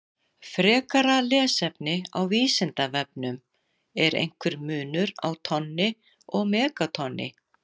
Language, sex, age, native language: Icelandic, female, 60-69, Icelandic